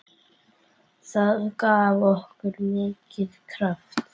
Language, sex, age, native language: Icelandic, female, 8, Icelandic